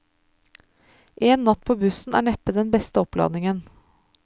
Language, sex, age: Norwegian, female, 33